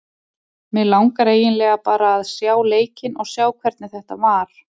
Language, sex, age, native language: Icelandic, female, 30-39, Icelandic